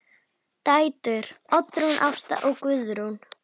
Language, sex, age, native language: Icelandic, female, 10, Icelandic